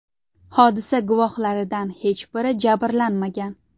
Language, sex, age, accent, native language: Uzbek, female, 19-29, Surxondaryo, Uzbek